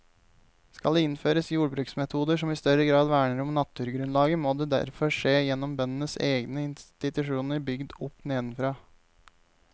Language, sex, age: Norwegian, male, 28